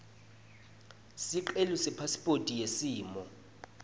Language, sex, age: Swati, male, 20